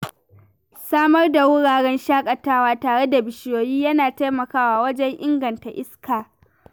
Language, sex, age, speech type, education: Hausa, female, 15-29, read, primary